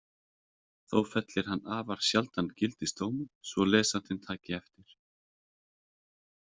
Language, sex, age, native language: Icelandic, male, 30-39, Icelandic